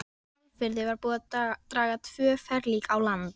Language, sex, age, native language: Icelandic, female, 13, Icelandic